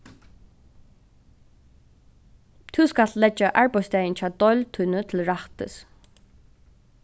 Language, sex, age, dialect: Faroese, female, 15-35, Norðuroyggjar